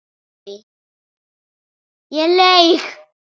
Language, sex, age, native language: Icelandic, male, 8, Icelandic